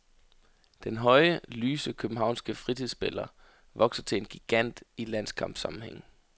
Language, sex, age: Danish, male, 33